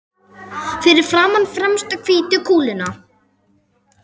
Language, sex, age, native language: Icelandic, female, 8, Icelandic